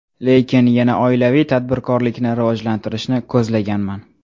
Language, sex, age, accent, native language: Uzbek, male, 18-24, Toshkent shahri, Uzbek